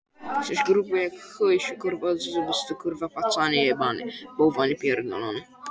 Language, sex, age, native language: Icelandic, male, 18-19, Icelandic